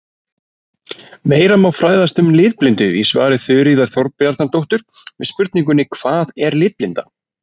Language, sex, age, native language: Icelandic, male, 20-29, Icelandic